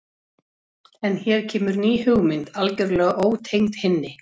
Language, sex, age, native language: Icelandic, female, 40-49, Icelandic